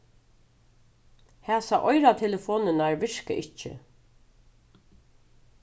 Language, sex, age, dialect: Faroese, female, 36-60, Suðurstreymoy